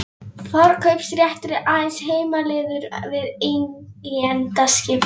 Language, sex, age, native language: Icelandic, female, 11, Polish